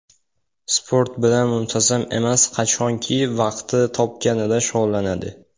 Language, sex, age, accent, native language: Uzbek, male, under 19, Farg'ona, Uzbek